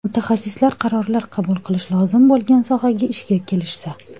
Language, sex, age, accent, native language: Uzbek, female, 25-34, Toshkent shahri, Uzbek